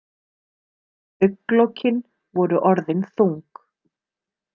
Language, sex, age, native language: Icelandic, female, 30-39, Icelandic